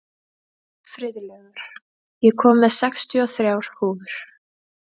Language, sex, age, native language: Icelandic, female, 20-29, Icelandic